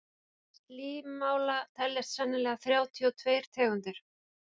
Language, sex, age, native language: Icelandic, female, 40-49, Icelandic